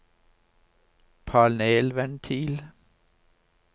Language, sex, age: Norwegian, male, 59